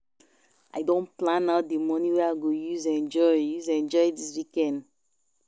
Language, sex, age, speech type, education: Nigerian Pidgin, female, 15-29, spontaneous, tertiary